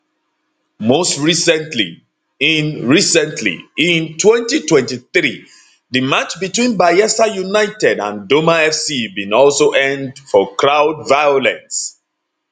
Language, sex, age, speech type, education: Nigerian Pidgin, male, 30-45, spontaneous, tertiary